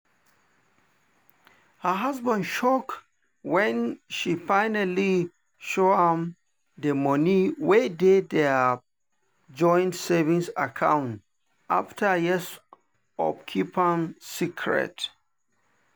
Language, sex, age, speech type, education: Nigerian Pidgin, male, 30-45, spontaneous, tertiary